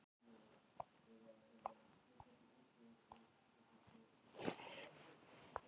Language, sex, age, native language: Icelandic, female, 30-39, Icelandic